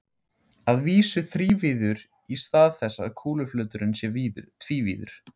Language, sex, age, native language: Icelandic, male, 16, Icelandic